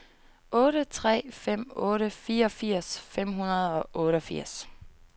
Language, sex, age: Danish, female, 22